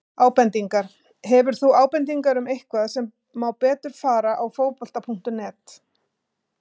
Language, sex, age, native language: Icelandic, female, 50-59, Icelandic